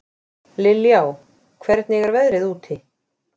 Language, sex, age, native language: Icelandic, female, 20-29, Icelandic